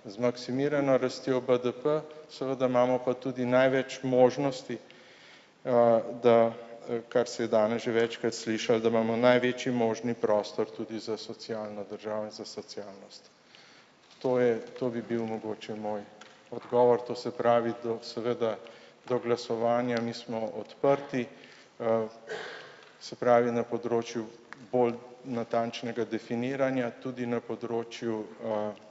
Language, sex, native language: Slovenian, male, Slovenian